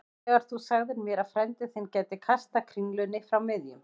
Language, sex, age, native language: Icelandic, female, 20-29, Icelandic